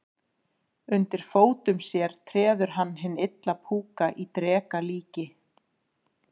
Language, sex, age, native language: Icelandic, female, 30-39, Icelandic